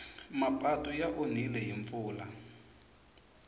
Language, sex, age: Tsonga, male, 24